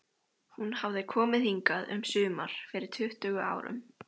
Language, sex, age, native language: Icelandic, female, 13, Icelandic